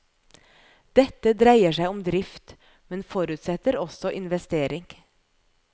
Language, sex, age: Norwegian, female, 41